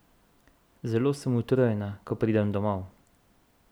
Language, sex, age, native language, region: Slovenian, male, 30-49, Slovenian, Central Slovenia